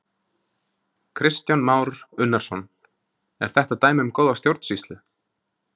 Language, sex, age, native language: Icelandic, male, 20-29, Icelandic